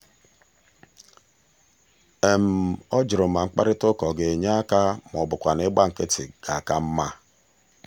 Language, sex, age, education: Igbo, male, 46-60, tertiary